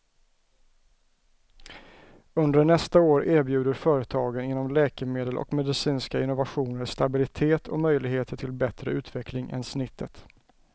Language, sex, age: Swedish, male, 34